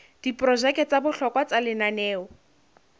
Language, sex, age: Southern Sotho, female, 21